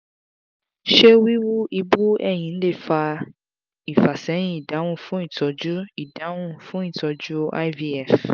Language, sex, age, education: Yoruba, female, 15-29, tertiary